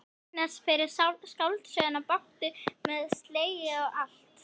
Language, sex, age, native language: Icelandic, female, 11, Icelandic